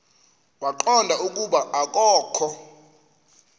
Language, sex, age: Xhosa, male, 33